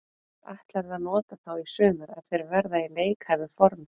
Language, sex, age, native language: Icelandic, female, 40-49, Icelandic